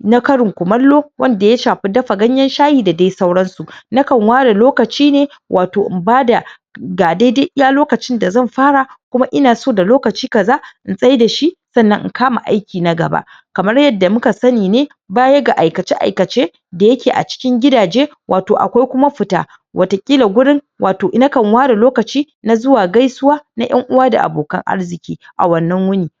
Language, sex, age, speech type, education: Hausa, female, 46-60, spontaneous, tertiary